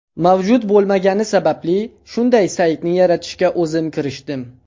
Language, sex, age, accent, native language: Uzbek, male, under 19, Andijon, Uzbek